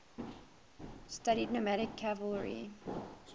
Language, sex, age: English, male, 19